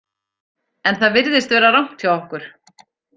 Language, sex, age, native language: Icelandic, female, 40-49, Icelandic